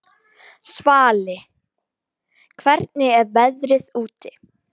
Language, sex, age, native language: Icelandic, female, 12, Icelandic